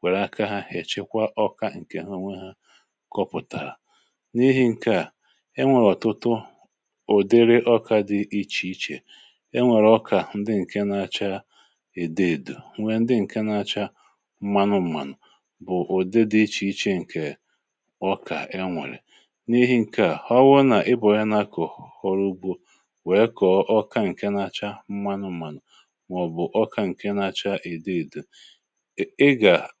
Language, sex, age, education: Igbo, male, 30-45, tertiary